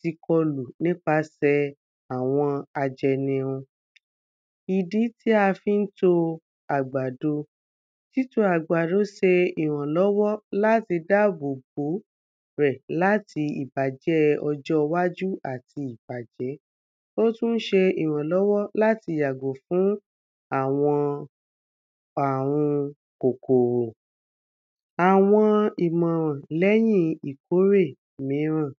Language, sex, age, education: Yoruba, female, 15-29, tertiary